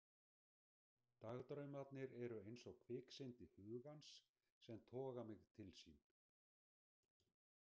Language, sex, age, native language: Icelandic, male, 60-69, Icelandic